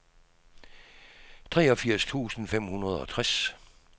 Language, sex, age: Danish, male, 66